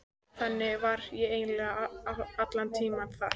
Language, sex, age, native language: Icelandic, female, 14, Icelandic